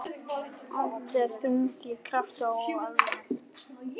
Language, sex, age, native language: Icelandic, male, 11, Icelandic